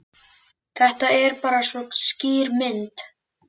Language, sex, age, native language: Icelandic, male, 11, Icelandic